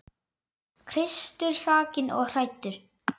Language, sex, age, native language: Icelandic, male, 9, Icelandic